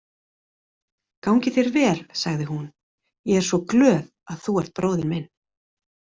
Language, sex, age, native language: Icelandic, female, 40-49, Icelandic